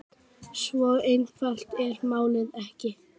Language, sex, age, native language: Icelandic, female, 9, Icelandic